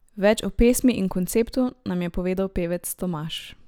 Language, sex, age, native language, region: Slovenian, male, 18-29, Slovenian, Drava region